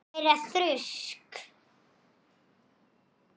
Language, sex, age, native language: Icelandic, female, 6, Icelandic